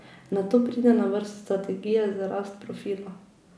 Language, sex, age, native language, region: Slovenian, female, 18-29, Slovenian, Drava region